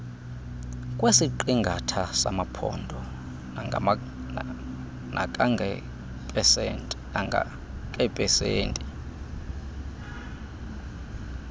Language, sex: Xhosa, male